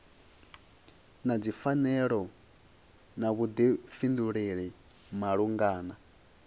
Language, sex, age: Venda, male, 22